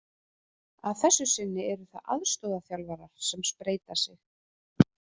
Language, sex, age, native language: Icelandic, female, 30-39, Icelandic